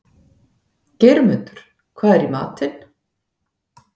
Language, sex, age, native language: Icelandic, female, 50-59, Icelandic